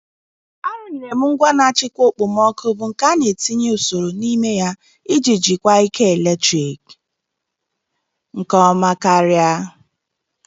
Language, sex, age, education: Igbo, female, 30-45, tertiary